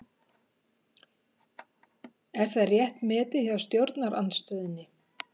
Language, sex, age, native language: Icelandic, female, 50-59, Icelandic